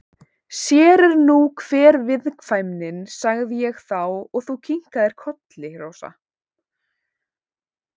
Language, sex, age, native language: Icelandic, female, 18-19, Icelandic